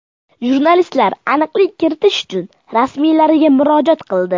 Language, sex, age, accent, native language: Uzbek, male, under 19, Farg'ona, Uzbek